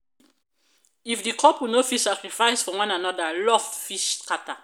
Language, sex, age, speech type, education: Nigerian Pidgin, female, 30-45, spontaneous, tertiary